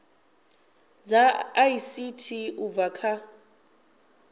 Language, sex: Venda, female